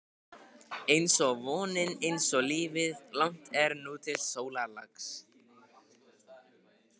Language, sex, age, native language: Icelandic, male, 15, Icelandic